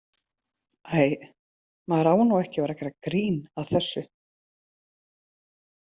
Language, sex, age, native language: Icelandic, female, 30-39, Icelandic